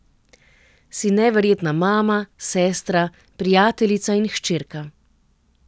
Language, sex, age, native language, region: Slovenian, female, 30-49, Slovenian, Central Slovenia